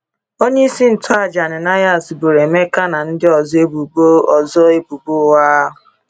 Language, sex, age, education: Igbo, female, 15-29, tertiary